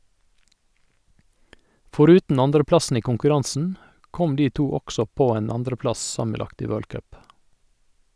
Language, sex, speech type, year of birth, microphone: Norwegian, male, read, 1961, Sennheiser